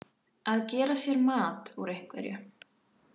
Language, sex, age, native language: Icelandic, female, 18-19, Icelandic